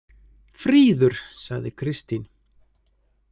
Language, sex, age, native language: Icelandic, male, 30-39, Icelandic